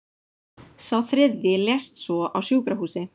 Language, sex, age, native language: Icelandic, female, 30-39, Icelandic